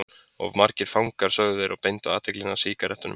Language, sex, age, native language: Icelandic, male, 20-29, Icelandic